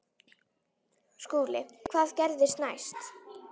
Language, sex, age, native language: Icelandic, female, 9, Icelandic